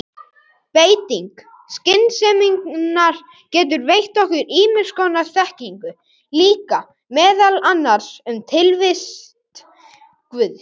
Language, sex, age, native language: Icelandic, male, 18-19, Icelandic